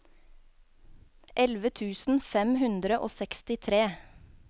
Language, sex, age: Norwegian, female, 24